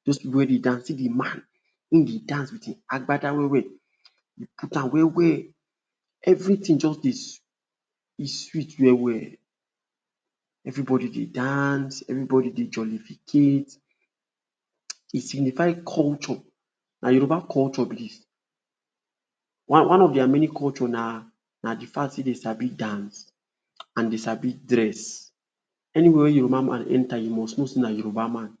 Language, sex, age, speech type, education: Nigerian Pidgin, male, 46-60, spontaneous, tertiary